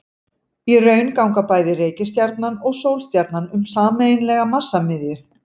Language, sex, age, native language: Icelandic, female, 40-49, Icelandic